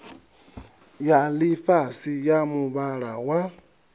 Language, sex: Venda, male